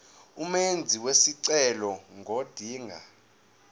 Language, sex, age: Zulu, male, 20